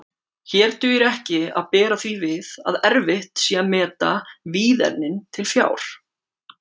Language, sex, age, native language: Icelandic, male, 18-19, Icelandic